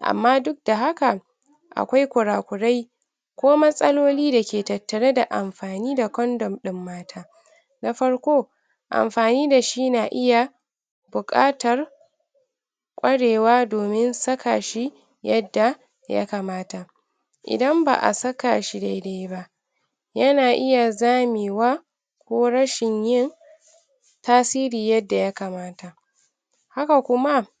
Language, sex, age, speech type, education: Hausa, female, 60+, spontaneous, tertiary